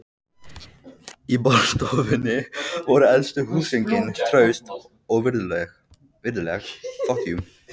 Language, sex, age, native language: Icelandic, male, 14, Icelandic